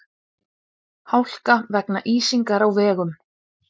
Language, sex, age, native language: Icelandic, female, 20-29, Icelandic